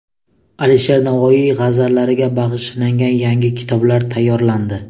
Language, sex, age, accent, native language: Uzbek, male, 18-24, Surxondaryo, Uzbek